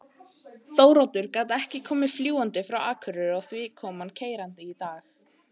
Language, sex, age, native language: Icelandic, female, 18-19, Icelandic